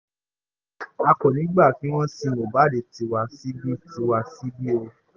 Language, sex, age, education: Yoruba, male, 15-29, tertiary